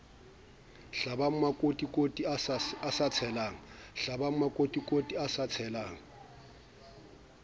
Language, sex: Southern Sotho, male